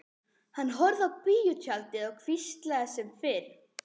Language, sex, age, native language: Icelandic, female, 12, Icelandic